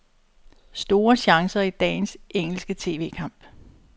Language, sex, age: Danish, female, 62